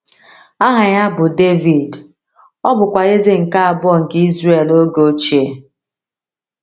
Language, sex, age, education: Igbo, female, 30-45, tertiary